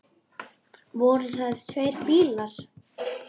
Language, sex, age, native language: Icelandic, female, 8, Icelandic